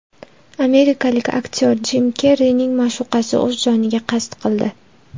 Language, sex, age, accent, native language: Uzbek, female, 19-29, Andijon, Uzbek